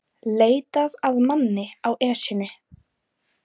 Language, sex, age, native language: Icelandic, female, 20-29, Icelandic